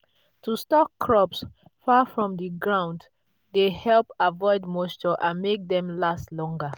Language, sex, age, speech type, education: Nigerian Pidgin, female, 30-45, spontaneous, tertiary